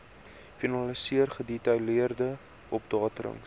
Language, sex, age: Afrikaans, male, 19